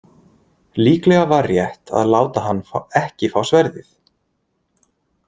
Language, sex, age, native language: Icelandic, male, 20-29, Icelandic